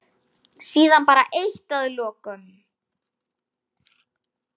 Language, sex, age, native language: Icelandic, female, 8, Icelandic